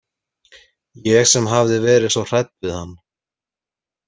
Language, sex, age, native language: Icelandic, male, 30-39, Icelandic